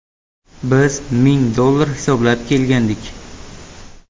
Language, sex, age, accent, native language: Uzbek, male, 18-24, Buxoro, Uzbek